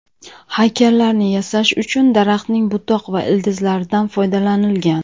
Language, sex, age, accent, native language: Uzbek, female, 30-39, Andijon, Uzbek